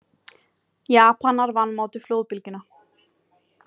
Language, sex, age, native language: Icelandic, female, 50-59, Icelandic